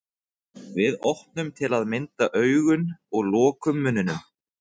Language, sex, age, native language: Icelandic, male, 20-29, Icelandic